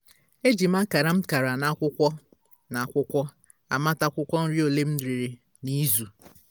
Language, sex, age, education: Igbo, female, 30-45, tertiary